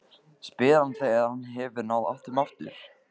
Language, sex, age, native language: Icelandic, male, 15, Icelandic